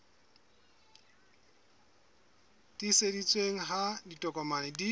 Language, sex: Southern Sotho, male